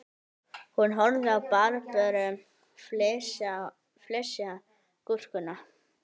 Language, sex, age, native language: Icelandic, male, 18-19, Icelandic